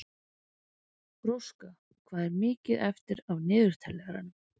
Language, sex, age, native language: Icelandic, female, 20-29, Icelandic